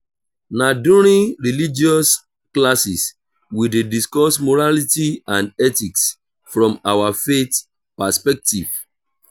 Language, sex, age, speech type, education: Nigerian Pidgin, male, 30-45, spontaneous, tertiary